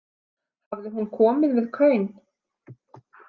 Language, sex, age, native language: Icelandic, female, 30-39, Icelandic